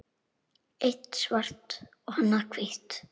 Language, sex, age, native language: Icelandic, female, 9, Icelandic